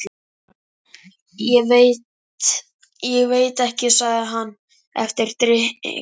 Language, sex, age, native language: Icelandic, male, 12, Icelandic